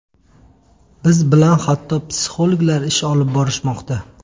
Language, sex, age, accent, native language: Uzbek, male, 25-34, Qashqadaryo, Uzbek